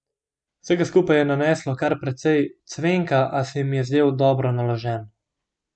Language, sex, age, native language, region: Slovenian, male, 18-29, Slovenian, Gorenjska region